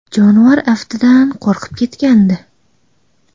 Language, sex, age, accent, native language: Uzbek, female, 19-29, Xorazm, Uzbek